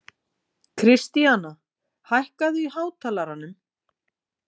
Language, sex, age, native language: Icelandic, female, 40-49, Icelandic